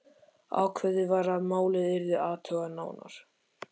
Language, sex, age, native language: Icelandic, male, 13, Icelandic